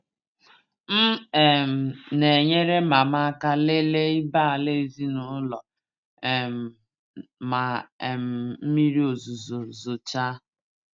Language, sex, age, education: Igbo, female, 30-45, tertiary